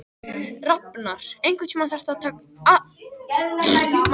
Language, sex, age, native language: Icelandic, female, 13, Icelandic